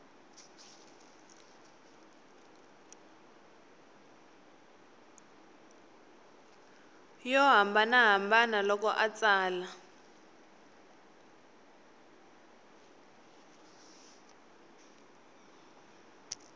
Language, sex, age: Tsonga, female, 18